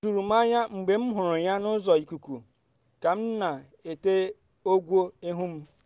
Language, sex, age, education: Igbo, female, 30-45, tertiary